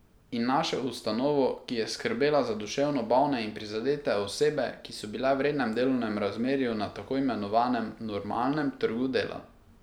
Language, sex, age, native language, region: Slovenian, male, 18-29, Slovenian, Pomurje region